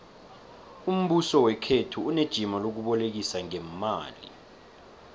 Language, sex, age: South Ndebele, male, 23